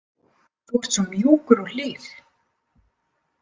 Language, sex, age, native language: Icelandic, female, 50-59, Icelandic